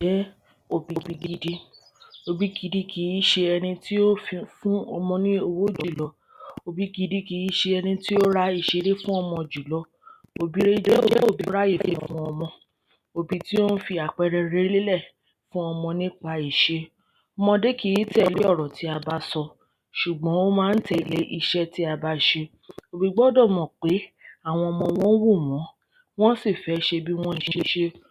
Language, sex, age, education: Yoruba, female, 30-45, primary